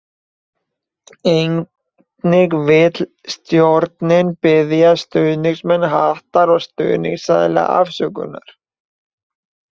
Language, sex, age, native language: Icelandic, male, 20-29, Icelandic